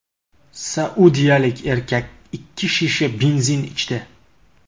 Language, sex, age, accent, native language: Uzbek, male, 25-34, Qashqadaryo, Uzbek